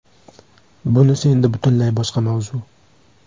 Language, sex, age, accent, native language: Uzbek, male, 25-34, Toshkent shahri, Uzbek